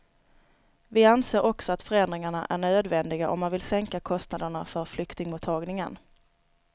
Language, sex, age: Swedish, female, 29